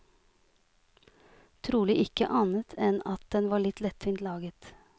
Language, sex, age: Norwegian, female, 46